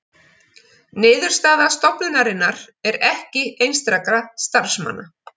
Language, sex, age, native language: Icelandic, female, 50-59, Icelandic